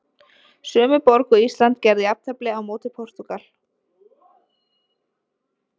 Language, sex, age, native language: Icelandic, female, 20-29, Icelandic